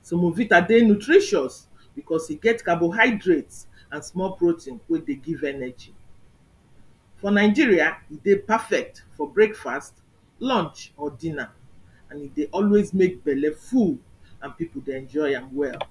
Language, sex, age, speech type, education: Nigerian Pidgin, female, 46-60, spontaneous, secondary